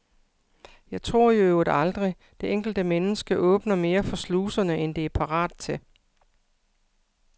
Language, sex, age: Danish, female, 55